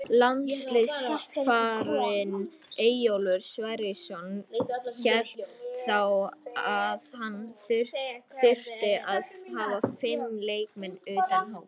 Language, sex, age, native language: Icelandic, female, 50-59, Icelandic